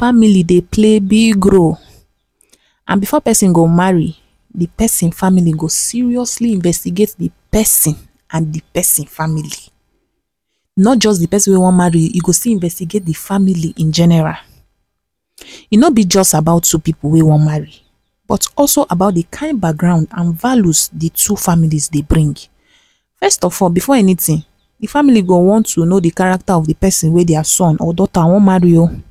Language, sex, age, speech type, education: Nigerian Pidgin, female, 15-29, spontaneous, tertiary